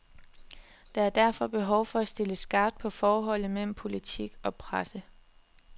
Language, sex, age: Danish, female, 21